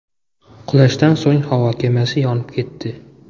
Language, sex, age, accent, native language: Uzbek, male, 18-24, Xorazm, Uzbek